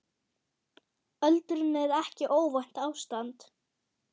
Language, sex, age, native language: Icelandic, female, 8, German